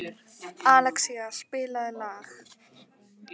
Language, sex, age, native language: Icelandic, female, 15, Icelandic